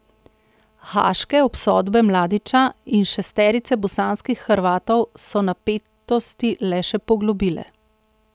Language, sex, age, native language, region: Slovenian, female, 30-49, Slovenian, Central Slovenia